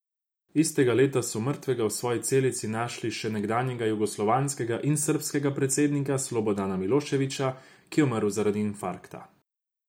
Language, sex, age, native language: Slovenian, male, 18-29, Croatian